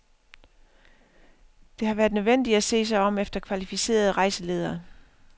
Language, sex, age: Danish, female, 50